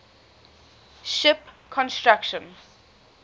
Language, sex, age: English, female, 20